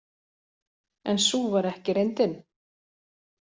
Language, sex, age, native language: Icelandic, female, 40-49, Icelandic